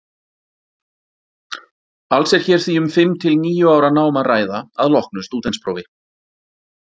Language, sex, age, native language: Icelandic, male, 40-49, Icelandic